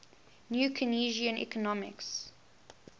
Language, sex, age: English, female, 18